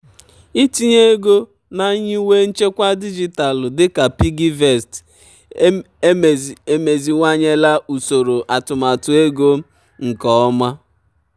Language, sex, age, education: Igbo, male, 30-45, tertiary